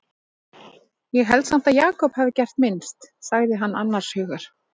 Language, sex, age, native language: Icelandic, female, 30-39, Icelandic